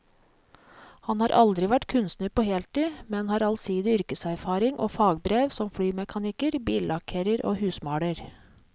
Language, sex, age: Norwegian, female, 37